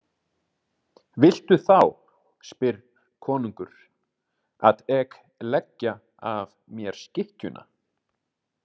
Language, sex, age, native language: Icelandic, male, 30-39, Icelandic